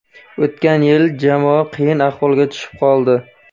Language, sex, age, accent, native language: Uzbek, male, 25-34, Surxondaryo, Uzbek